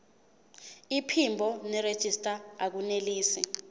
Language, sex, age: Zulu, female, 20